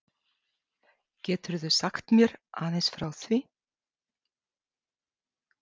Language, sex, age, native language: Icelandic, female, 60-69, Icelandic